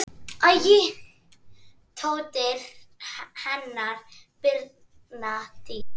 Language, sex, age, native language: Icelandic, male, 10, Icelandic